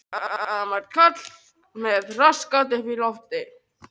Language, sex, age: Icelandic, other, 18-19